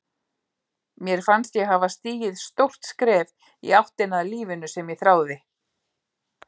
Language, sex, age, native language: Icelandic, female, 40-49, Icelandic